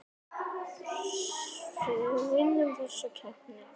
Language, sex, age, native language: Icelandic, female, 8, Icelandic